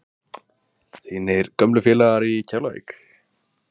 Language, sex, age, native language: Icelandic, male, 20-29, Icelandic